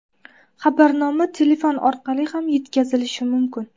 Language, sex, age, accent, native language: Uzbek, female, 18-24, Qashqadaryo, Uzbek